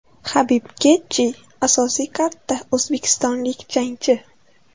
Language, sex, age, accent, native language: Uzbek, female, 18-24, Samarqand, Uzbek